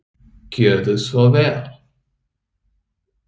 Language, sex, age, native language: Icelandic, male, 30-39, English